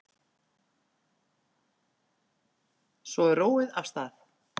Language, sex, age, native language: Icelandic, female, 8, Icelandic